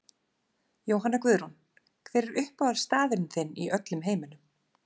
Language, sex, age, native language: Icelandic, female, 30-39, Icelandic